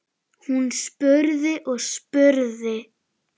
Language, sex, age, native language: Icelandic, female, 8, Icelandic